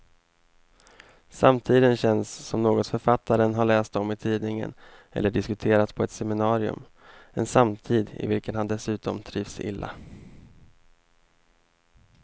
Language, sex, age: Swedish, male, 28